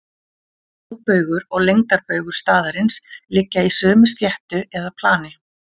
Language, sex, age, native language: Icelandic, female, 40-49, Icelandic